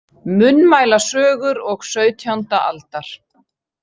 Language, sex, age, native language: Icelandic, female, 40-49, Icelandic